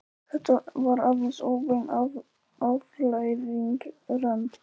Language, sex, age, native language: Icelandic, male, 11, Polish